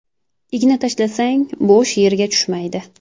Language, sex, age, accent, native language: Uzbek, female, 19-29, Jizzax, Uzbek